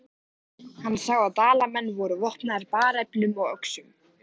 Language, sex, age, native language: Icelandic, male, 14, Icelandic